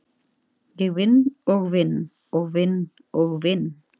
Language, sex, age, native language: Icelandic, female, 30-39, Icelandic